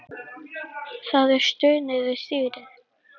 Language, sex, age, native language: Icelandic, female, 10, Icelandic